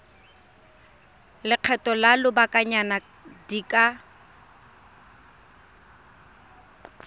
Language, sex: Tswana, female